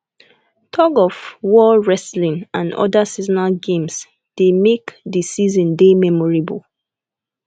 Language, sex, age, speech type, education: Nigerian Pidgin, female, 15-29, spontaneous, tertiary